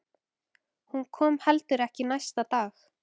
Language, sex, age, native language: Icelandic, female, 14, Icelandic